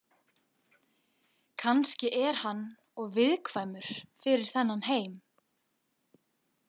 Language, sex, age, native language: Icelandic, female, 20-29, Icelandic